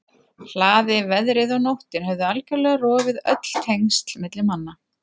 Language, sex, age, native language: Icelandic, female, 40-49, Icelandic